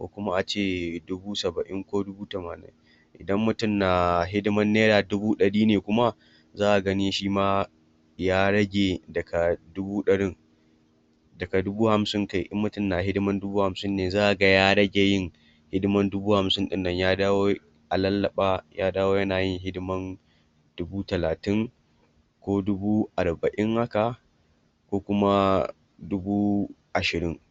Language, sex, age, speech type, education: Hausa, male, 46-60, spontaneous, tertiary